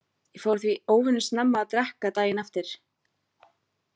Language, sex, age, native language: Icelandic, female, 30-39, Icelandic